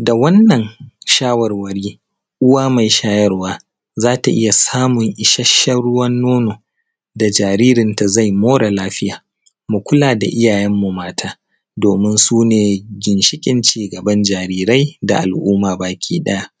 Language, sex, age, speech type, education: Hausa, male, 30-45, spontaneous, primary